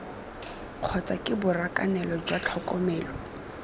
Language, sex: Tswana, female